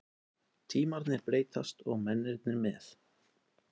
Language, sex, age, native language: Icelandic, male, 20-29, Icelandic